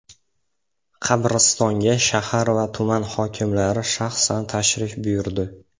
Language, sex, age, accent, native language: Uzbek, male, under 19, Farg'ona, Uzbek